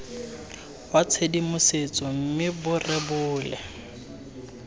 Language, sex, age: Tswana, male, 18